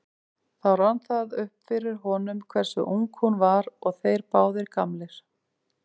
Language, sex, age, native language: Icelandic, female, 50-59, Icelandic